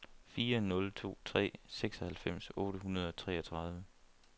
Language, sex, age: Danish, male, 29